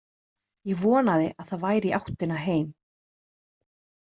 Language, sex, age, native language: Icelandic, female, 30-39, Icelandic